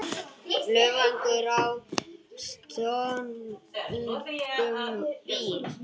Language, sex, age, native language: Icelandic, other, 40-49, Icelandic